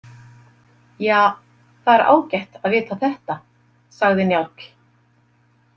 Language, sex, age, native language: Icelandic, female, 50-59, Icelandic